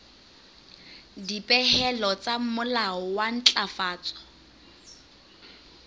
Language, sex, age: Southern Sotho, female, 25